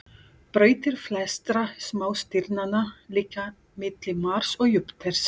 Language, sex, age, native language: Icelandic, female, 40-49, Portuguese